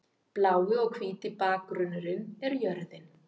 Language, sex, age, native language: Icelandic, female, 50-59, Icelandic